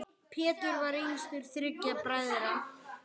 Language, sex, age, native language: Icelandic, male, 9, Icelandic